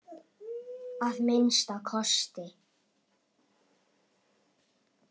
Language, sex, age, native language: Icelandic, male, 8, Icelandic